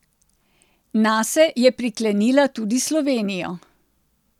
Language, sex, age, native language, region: Slovenian, female, 60+, Slovenian, Central Slovenia